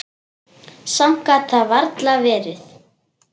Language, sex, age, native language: Icelandic, female, 10, Icelandic